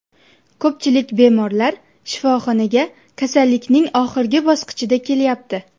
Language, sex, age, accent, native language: Uzbek, female, under 19, Jizzax, Uzbek